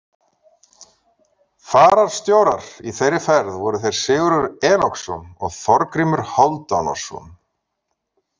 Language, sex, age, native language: Icelandic, male, 40-49, Icelandic